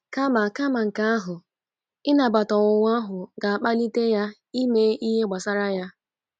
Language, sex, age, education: Igbo, female, 15-29, tertiary